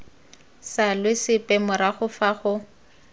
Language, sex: Tswana, female